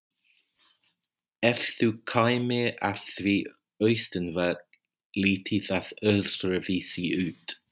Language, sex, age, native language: Icelandic, male, 40-49, English